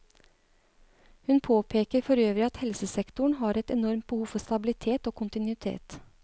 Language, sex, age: Norwegian, female, 36